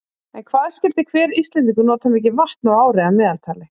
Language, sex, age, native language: Icelandic, female, 40-49, Icelandic